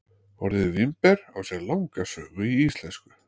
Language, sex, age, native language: Icelandic, male, 40-49, Icelandic